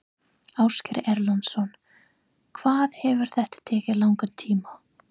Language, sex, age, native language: Icelandic, female, 30-39, English